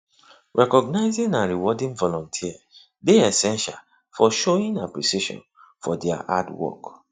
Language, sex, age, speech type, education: Nigerian Pidgin, male, 30-45, spontaneous, tertiary